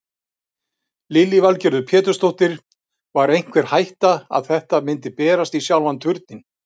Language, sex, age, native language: Icelandic, male, 60-69, Icelandic